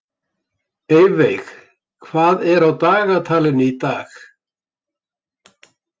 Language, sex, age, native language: Icelandic, male, 70-79, Icelandic